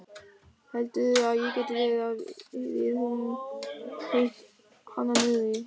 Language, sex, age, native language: Icelandic, male, 13, German